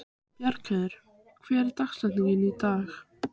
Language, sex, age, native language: Icelandic, female, 15, Icelandic